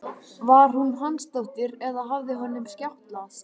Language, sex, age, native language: Icelandic, male, 11, Icelandic